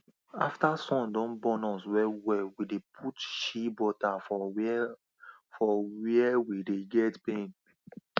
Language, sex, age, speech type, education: Nigerian Pidgin, male, 30-45, spontaneous, tertiary